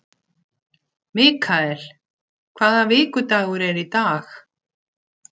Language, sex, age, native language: Icelandic, female, 60-69, Icelandic